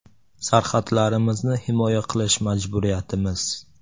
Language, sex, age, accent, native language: Uzbek, male, 18-24, Samarqand, Uzbek